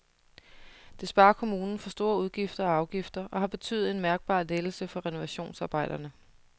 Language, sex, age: Danish, female, 30